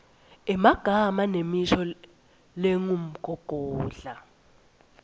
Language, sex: Swati, female